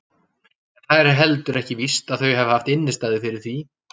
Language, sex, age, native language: Icelandic, male, 40-49, Icelandic